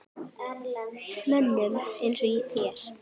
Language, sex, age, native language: Icelandic, female, 10, Icelandic